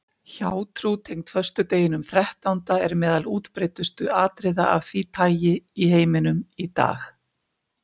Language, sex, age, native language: Icelandic, female, 50-59, Icelandic